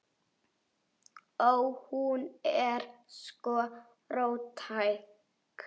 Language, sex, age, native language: Icelandic, male, 8, Icelandic